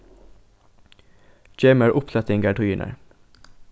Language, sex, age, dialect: Faroese, male, 15-35, Norðurstreymoy/Eysturoy